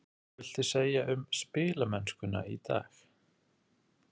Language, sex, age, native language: Icelandic, male, 30-39, Icelandic